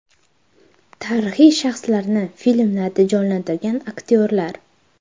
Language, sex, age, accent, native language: Uzbek, female, under 19, Farg'ona, Uzbek